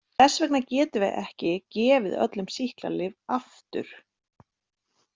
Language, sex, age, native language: Icelandic, female, 30-39, Icelandic